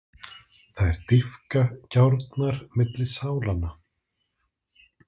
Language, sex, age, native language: Icelandic, male, 30-39, Icelandic